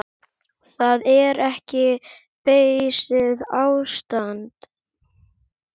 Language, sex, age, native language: Icelandic, male, 10, Icelandic